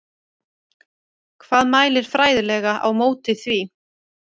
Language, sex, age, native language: Icelandic, female, 30-39, Icelandic